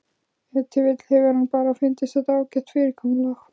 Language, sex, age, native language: Icelandic, female, 15, Icelandic